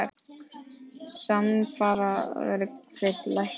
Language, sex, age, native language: Icelandic, male, 10, Icelandic